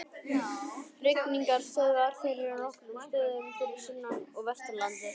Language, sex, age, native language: Icelandic, male, 18-19, Icelandic